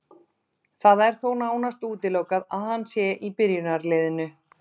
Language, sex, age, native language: Icelandic, female, 30-39, Icelandic